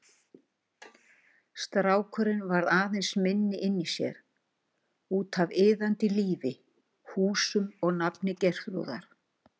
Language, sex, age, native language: Icelandic, female, 60-69, Icelandic